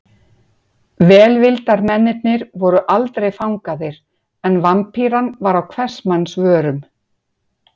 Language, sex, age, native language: Icelandic, female, 50-59, Icelandic